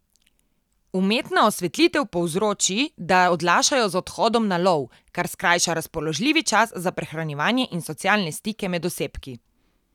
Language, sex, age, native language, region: Slovenian, female, 18-29, Slovenian, Coastal Karst region